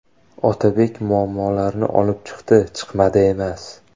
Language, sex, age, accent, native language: Uzbek, male, 18-24, Toshkent viloyati, Uzbek